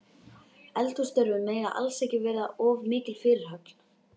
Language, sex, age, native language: Icelandic, female, 12, Icelandic